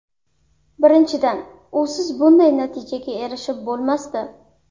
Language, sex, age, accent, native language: Uzbek, female, 19-29, Buxoro, Uzbek